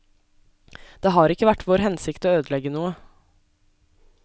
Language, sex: Norwegian, female